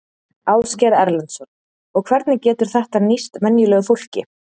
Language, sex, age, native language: Icelandic, female, 30-39, Icelandic